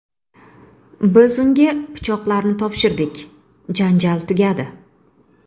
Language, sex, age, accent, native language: Uzbek, female, 35+, Toshkent shahri, Uzbek